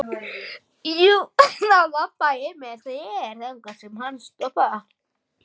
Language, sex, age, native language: Icelandic, male, 11, Icelandic